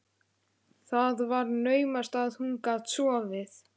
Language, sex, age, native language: Icelandic, male, 11, Icelandic